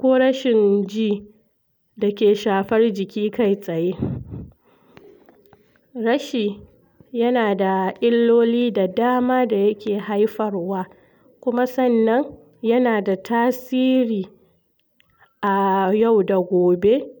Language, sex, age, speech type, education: Hausa, female, 46-60, spontaneous, tertiary